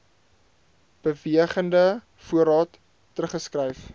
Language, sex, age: Afrikaans, male, 22